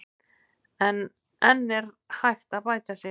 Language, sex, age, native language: Icelandic, female, 50-59, Icelandic